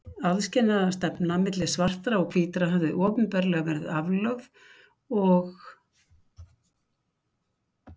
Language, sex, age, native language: Icelandic, female, 60-69, Icelandic